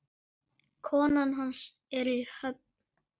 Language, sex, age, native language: Icelandic, male, 9, Icelandic